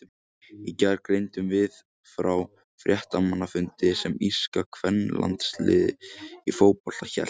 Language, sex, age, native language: Icelandic, male, 18-19, Icelandic